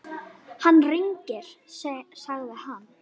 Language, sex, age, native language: Icelandic, female, 9, Icelandic